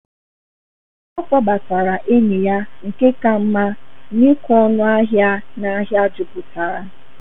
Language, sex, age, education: Igbo, female, 15-29, tertiary